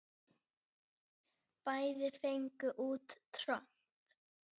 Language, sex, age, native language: Icelandic, male, 9, Icelandic